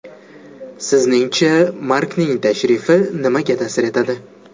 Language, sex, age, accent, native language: Uzbek, male, 18-24, Jizzax, Uzbek